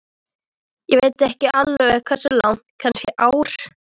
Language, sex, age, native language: Icelandic, female, 13, Icelandic